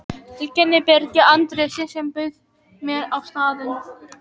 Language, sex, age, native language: Icelandic, female, 18-19, Polish